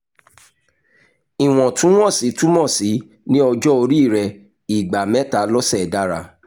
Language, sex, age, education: Yoruba, male, 30-45, tertiary